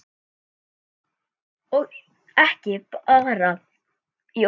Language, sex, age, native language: Icelandic, male, 7, Icelandic